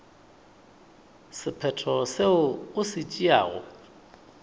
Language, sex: Northern Sotho, male